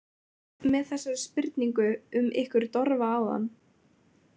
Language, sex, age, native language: Icelandic, female, 20-29, Icelandic